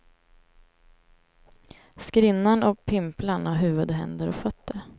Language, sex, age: Swedish, female, 18